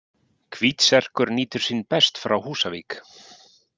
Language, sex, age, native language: Icelandic, male, 40-49, Icelandic